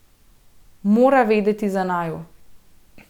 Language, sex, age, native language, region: Slovenian, female, 30-49, Slovenian, Central Slovenia